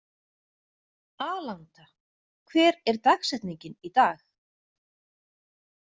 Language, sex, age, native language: Icelandic, female, 40-49, Icelandic